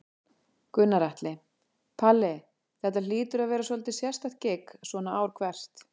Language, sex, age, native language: Icelandic, female, 40-49, Icelandic